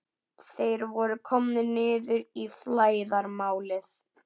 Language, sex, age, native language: Icelandic, female, 11, Icelandic